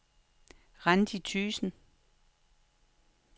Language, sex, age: Danish, female, 43